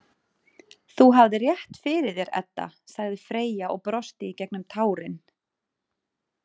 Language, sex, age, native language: Icelandic, female, 30-39, Icelandic